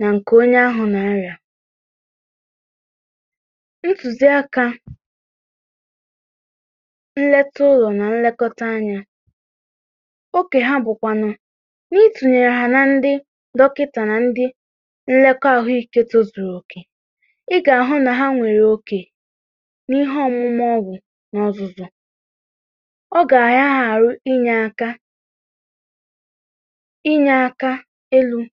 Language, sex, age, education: Igbo, female, 30-45, tertiary